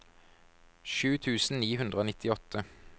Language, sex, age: Norwegian, male, 32